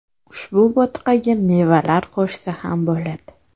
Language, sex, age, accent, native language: Uzbek, female, 18-24, Toshkent shahri, Uzbek